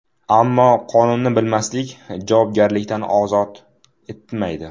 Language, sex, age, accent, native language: Uzbek, male, under 19, Toshkent viloyati, Uzbek